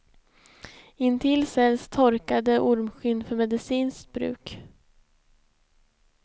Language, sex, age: Swedish, female, 20